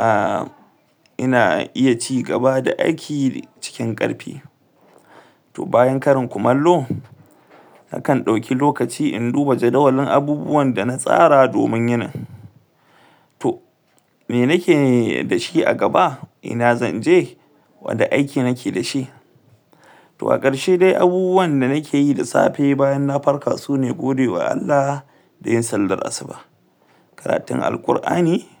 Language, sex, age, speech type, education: Hausa, male, 60+, spontaneous, tertiary